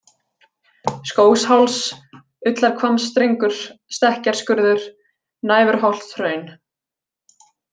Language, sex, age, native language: Icelandic, female, 20-29, Icelandic